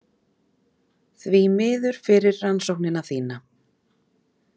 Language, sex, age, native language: Icelandic, female, 30-39, Icelandic